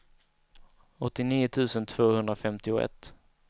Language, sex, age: Swedish, male, 19